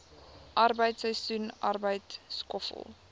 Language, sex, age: Afrikaans, female, 18